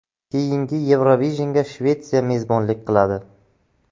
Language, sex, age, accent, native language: Uzbek, male, 18-24, Buxoro, Uzbek